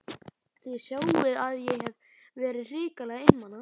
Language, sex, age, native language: Icelandic, male, 12, Icelandic